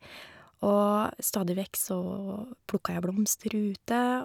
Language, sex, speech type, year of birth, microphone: Norwegian, female, spontaneous, 1970, Shure